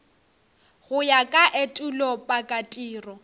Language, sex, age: Northern Sotho, female, 18